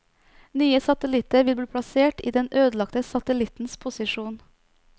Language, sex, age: Norwegian, female, 29